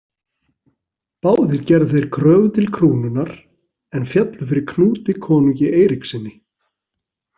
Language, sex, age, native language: Icelandic, male, 40-49, Icelandic